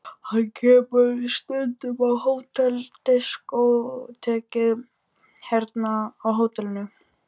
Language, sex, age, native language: Icelandic, male, 12, Icelandic